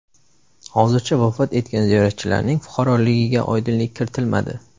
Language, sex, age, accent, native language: Uzbek, male, 18-24, Samarqand, Uzbek